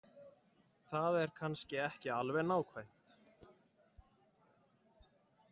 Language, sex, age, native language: Icelandic, male, 20-29, Icelandic